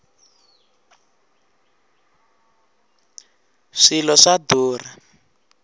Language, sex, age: Tsonga, male, 20